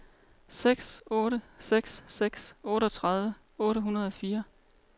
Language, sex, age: Danish, female, 30